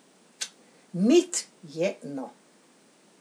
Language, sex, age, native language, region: Slovenian, female, 60+, Slovenian, Central Slovenia